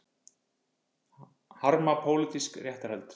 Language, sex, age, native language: Icelandic, male, 50-59, Icelandic